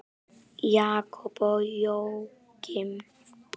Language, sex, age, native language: Icelandic, male, 9, Icelandic